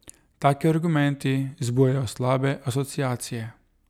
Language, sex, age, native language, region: Slovenian, male, 30-49, Slovenian, Drava region